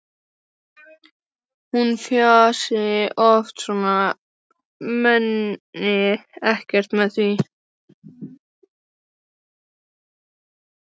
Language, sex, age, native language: Icelandic, female, 12, Icelandic